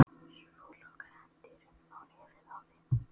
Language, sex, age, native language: Icelandic, female, 12, Polish